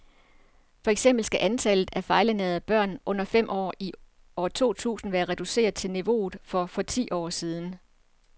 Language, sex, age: Danish, female, 47